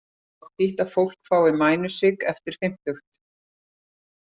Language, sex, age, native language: Icelandic, female, 40-49, Icelandic